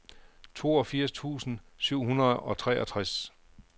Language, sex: Danish, male